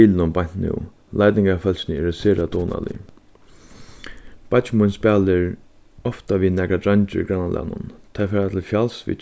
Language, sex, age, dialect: Faroese, male, 15-35, Suðurstreymoy